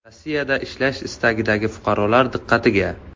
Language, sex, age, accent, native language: Uzbek, male, 18-24, Navoiy, Uzbek